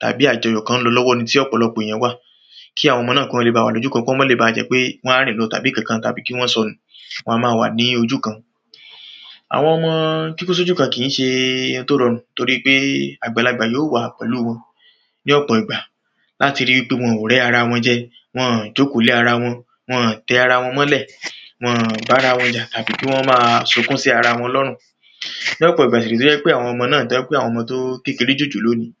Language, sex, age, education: Yoruba, male, 30-45, tertiary